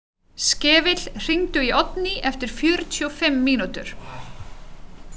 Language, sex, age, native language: Icelandic, female, 30-39, Icelandic